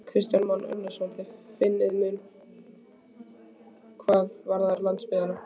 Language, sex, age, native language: Icelandic, female, 15, Icelandic